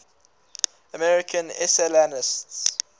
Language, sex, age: English, male, 19